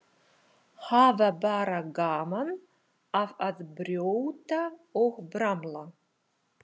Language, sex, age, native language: Icelandic, female, 40-49, Russian